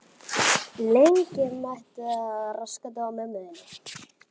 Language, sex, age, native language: Icelandic, female, 10, Icelandic